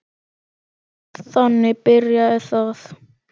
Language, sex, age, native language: Icelandic, male, 10, Icelandic